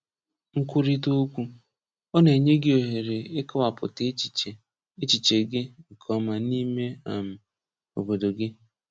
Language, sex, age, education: Igbo, male, 15-29, tertiary